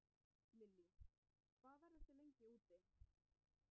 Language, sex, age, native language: Icelandic, female, 20-29, Icelandic